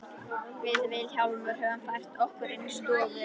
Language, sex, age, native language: Icelandic, female, 13, Icelandic